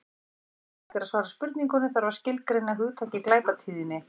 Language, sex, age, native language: Icelandic, female, 40-49, Icelandic